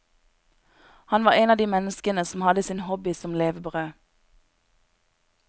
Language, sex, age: Norwegian, female, 26